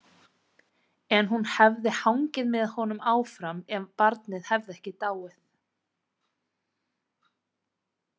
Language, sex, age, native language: Icelandic, female, 30-39, Icelandic